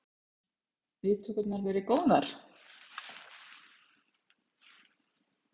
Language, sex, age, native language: Icelandic, female, 50-59, Icelandic